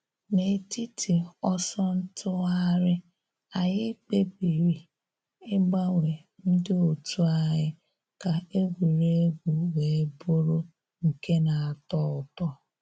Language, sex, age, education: Igbo, female, 30-45, tertiary